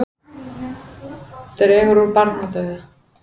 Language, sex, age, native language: Icelandic, female, 40-49, Icelandic